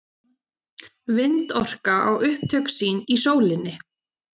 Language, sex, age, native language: Icelandic, female, 30-39, Icelandic